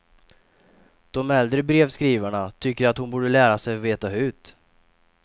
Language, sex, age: Swedish, male, 28